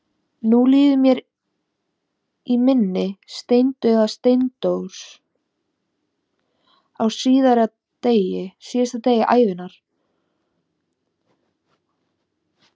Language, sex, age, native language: Icelandic, female, 17, Icelandic